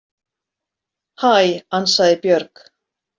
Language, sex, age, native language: Icelandic, female, 40-49, Icelandic